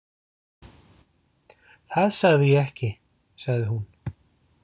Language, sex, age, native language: Icelandic, male, 40-49, Icelandic